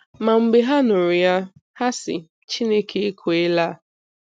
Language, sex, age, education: Igbo, female, 15-29, tertiary